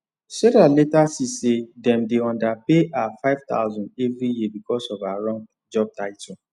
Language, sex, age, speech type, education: Nigerian Pidgin, male, 15-29, spontaneous, tertiary